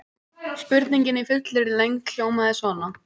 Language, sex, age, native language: Icelandic, female, 18-19, Icelandic